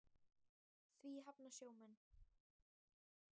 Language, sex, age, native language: Icelandic, female, 18-19, Icelandic